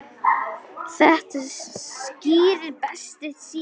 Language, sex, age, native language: Icelandic, female, 10, Icelandic